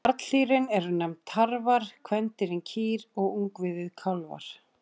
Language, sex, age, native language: Icelandic, female, 60-69, Icelandic